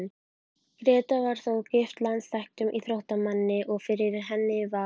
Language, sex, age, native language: Icelandic, female, 12, Icelandic